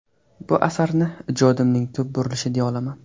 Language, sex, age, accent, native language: Uzbek, male, 18-24, Qashqadaryo, Uzbek